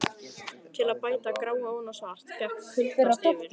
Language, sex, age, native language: Icelandic, other, 18-19, Icelandic